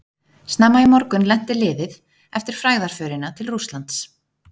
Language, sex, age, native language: Icelandic, female, 30-39, Icelandic